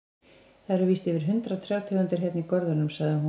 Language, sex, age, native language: Icelandic, female, 20-29, Icelandic